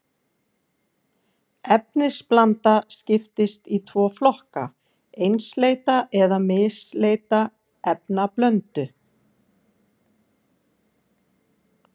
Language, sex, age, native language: Icelandic, female, 40-49, Icelandic